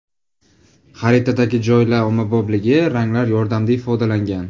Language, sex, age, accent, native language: Uzbek, male, 18-24, Buxoro, Uzbek